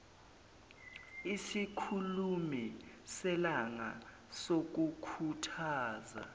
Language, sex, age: Zulu, male, 19